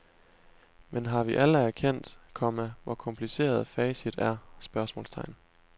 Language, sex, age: Danish, male, 19